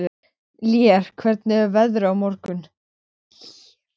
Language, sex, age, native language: Icelandic, male, 13, Icelandic